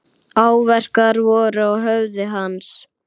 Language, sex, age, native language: Icelandic, male, 9, Icelandic